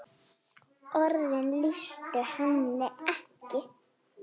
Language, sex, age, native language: Icelandic, female, 10, Icelandic